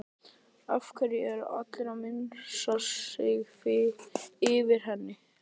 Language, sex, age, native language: Icelandic, male, 11, Icelandic